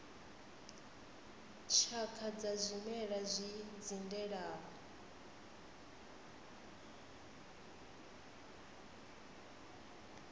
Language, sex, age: Venda, female, 25